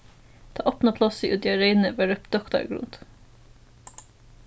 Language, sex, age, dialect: Faroese, female, 15-35, Suðurstreymoy